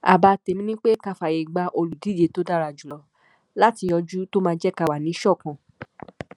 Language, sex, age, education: Yoruba, female, 15-29, tertiary